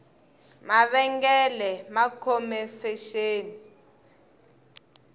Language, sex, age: Tsonga, female, 20